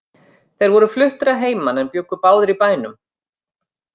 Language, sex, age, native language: Icelandic, female, 50-59, Icelandic